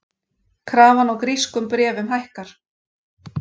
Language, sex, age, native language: Icelandic, female, 40-49, Icelandic